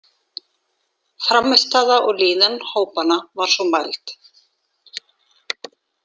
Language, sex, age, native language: Icelandic, female, 40-49, Icelandic